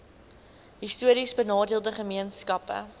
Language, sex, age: Afrikaans, female, 19